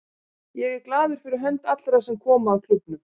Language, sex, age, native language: Icelandic, female, 40-49, Icelandic